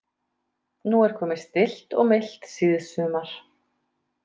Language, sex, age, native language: Icelandic, female, 30-39, Icelandic